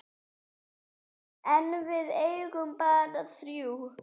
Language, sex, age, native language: Icelandic, female, 8, Icelandic